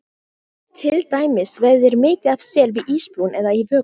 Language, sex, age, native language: Icelandic, female, 18-19, Icelandic